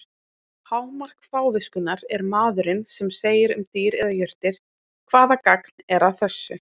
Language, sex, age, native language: Icelandic, female, 20-29, Icelandic